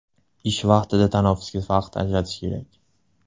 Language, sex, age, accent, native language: Uzbek, male, 18-24, Andijon, Uzbek